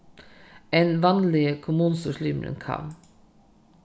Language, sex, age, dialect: Faroese, female, 36-60, Norðurstreymoy/Eysturoy